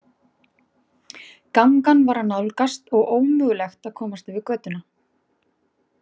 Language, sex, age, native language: Icelandic, female, 20-29, Icelandic